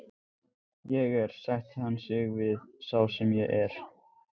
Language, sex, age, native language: Icelandic, male, 14, Icelandic